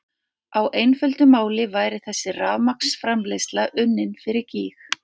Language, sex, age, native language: Icelandic, female, 50-59, Icelandic